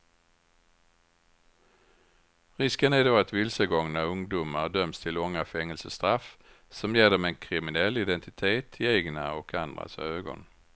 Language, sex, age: Swedish, male, 61